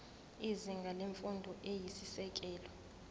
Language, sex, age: Zulu, female, 24